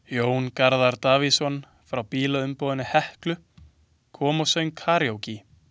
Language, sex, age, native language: Icelandic, male, 20-29, Icelandic